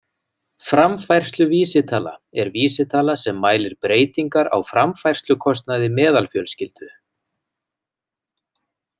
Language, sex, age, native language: Icelandic, male, 40-49, Icelandic